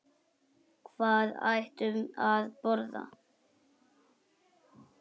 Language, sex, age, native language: Icelandic, male, 6, Icelandic